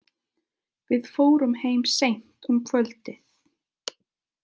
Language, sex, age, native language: Icelandic, female, 20-29, Italian